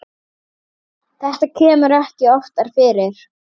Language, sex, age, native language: Icelandic, female, 8, Icelandic